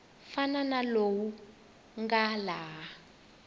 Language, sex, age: Tsonga, female, 20